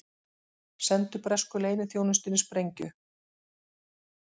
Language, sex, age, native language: Icelandic, female, 40-49, Icelandic